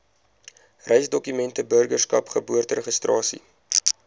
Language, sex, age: Afrikaans, male, 20